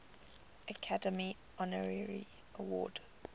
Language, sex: English, female